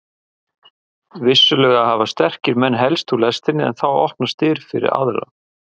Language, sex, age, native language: Icelandic, male, 50-59, Icelandic